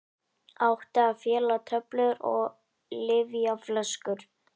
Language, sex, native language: Icelandic, male, Icelandic